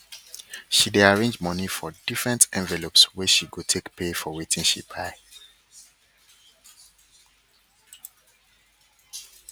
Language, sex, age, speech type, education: Nigerian Pidgin, male, 30-45, spontaneous, tertiary